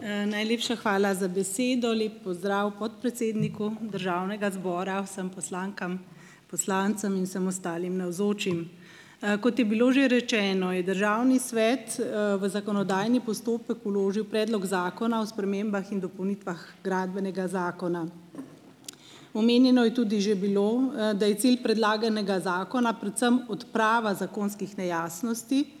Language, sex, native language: Slovenian, female, Slovenian